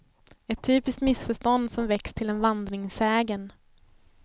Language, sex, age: Swedish, female, 24